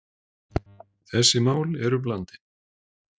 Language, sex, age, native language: Icelandic, male, 30-39, Icelandic